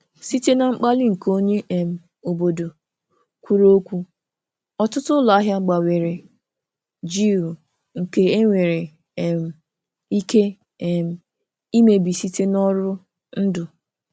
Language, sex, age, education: Igbo, female, 30-45, tertiary